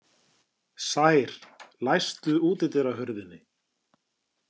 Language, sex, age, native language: Icelandic, male, 40-49, Icelandic